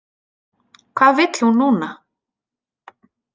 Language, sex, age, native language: Icelandic, female, 40-49, Icelandic